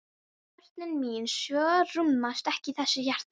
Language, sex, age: Icelandic, female, 13